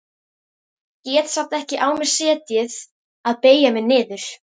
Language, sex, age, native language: Icelandic, female, 13, Icelandic